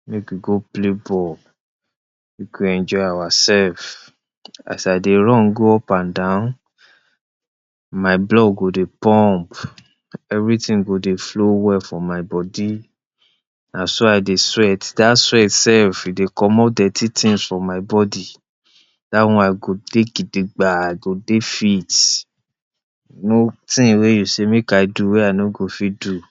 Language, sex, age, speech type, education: Nigerian Pidgin, male, 60+, spontaneous, tertiary